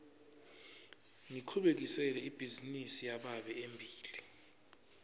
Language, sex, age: Swati, male, 25